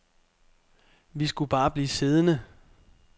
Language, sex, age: Danish, male, 25